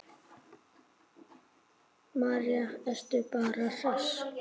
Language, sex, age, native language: Icelandic, male, 8, Icelandic